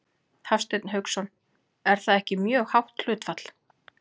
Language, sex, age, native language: Icelandic, female, 40-49, Icelandic